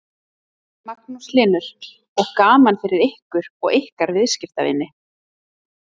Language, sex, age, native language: Icelandic, female, 30-39, Icelandic